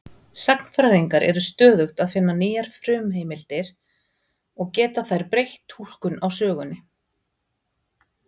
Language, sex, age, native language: Icelandic, female, 40-49, Icelandic